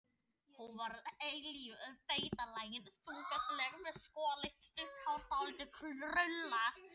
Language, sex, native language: Icelandic, other, Icelandic